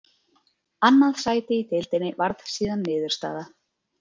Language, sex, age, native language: Icelandic, female, 30-39, Icelandic